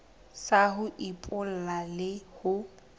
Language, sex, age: Southern Sotho, female, 20